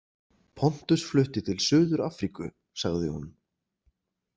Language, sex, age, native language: Icelandic, male, 40-49, Icelandic